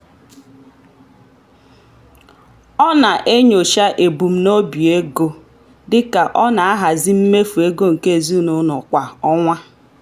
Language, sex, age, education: Igbo, female, 15-29, tertiary